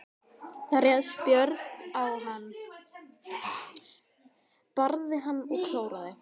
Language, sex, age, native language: Icelandic, female, 11, Icelandic